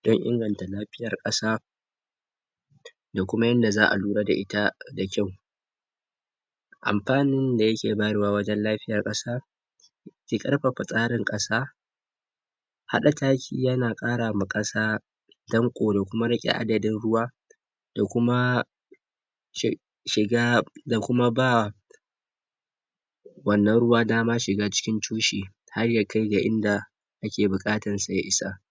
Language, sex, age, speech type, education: Hausa, male, 46-60, spontaneous, tertiary